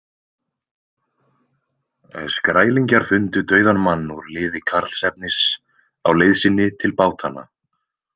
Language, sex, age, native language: Icelandic, male, 20-29, Icelandic